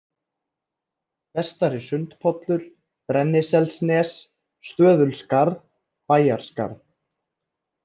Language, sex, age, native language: Icelandic, male, 30-39, Icelandic